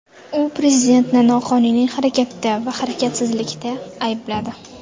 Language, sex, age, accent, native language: Uzbek, female, 25-34, Surxondaryo, Uzbek